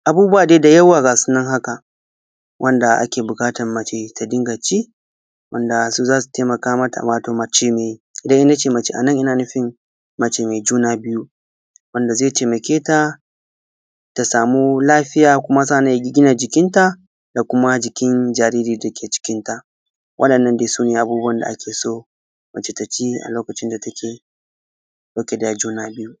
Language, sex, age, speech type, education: Hausa, male, 15-29, spontaneous, tertiary